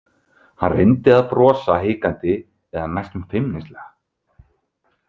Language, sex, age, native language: Icelandic, male, 30-39, Icelandic